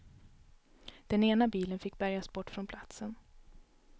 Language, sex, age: Swedish, female, 32